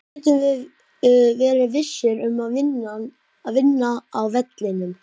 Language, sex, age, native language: Icelandic, male, 12, Icelandic